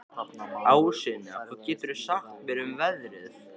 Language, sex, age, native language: Icelandic, male, 14, Icelandic